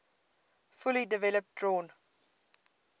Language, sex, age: English, female, 22